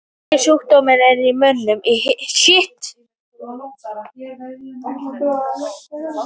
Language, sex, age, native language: Icelandic, female, 18-19, Icelandic